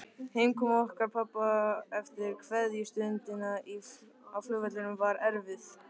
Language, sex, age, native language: Icelandic, male, 13, Icelandic